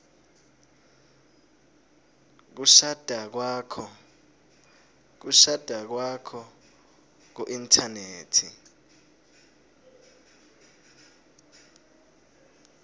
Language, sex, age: Swati, male, 20